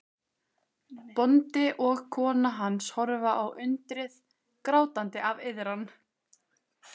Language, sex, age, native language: Icelandic, female, 15, Icelandic